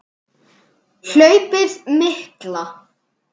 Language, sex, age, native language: Icelandic, male, 10, Icelandic